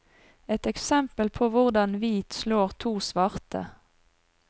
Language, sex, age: Norwegian, female, 42